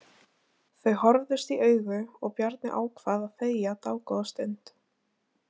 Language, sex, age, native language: Icelandic, female, 20-29, Icelandic